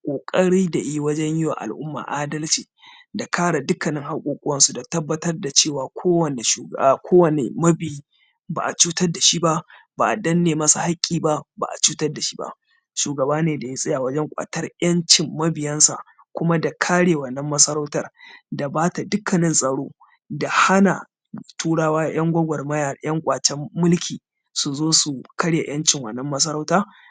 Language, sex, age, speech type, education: Hausa, male, 30-45, spontaneous, tertiary